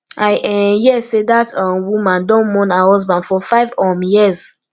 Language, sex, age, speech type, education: Nigerian Pidgin, female, 15-29, spontaneous, tertiary